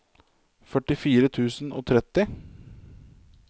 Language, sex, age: Norwegian, male, 27